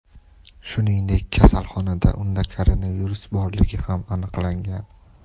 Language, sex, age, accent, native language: Uzbek, male, 18-24, Toshkent shahri, Uzbek